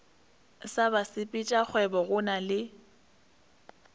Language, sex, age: Northern Sotho, female, 21